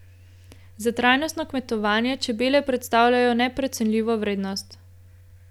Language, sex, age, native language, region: Slovenian, female, 18-29, Slovenian, Gorenjska region